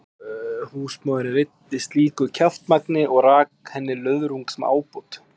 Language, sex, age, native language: Icelandic, male, 20-29, Icelandic